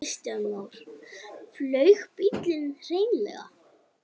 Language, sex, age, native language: Icelandic, female, 18-19, Icelandic